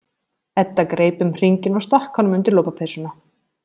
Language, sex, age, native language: Icelandic, female, 30-39, Icelandic